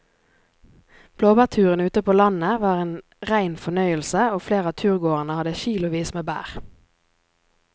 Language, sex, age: Norwegian, female, 24